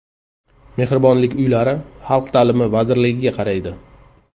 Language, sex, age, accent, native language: Uzbek, male, 35+, Qashqadaryo, Uzbek